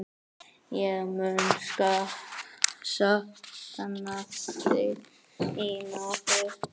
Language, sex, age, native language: Icelandic, female, 9, Icelandic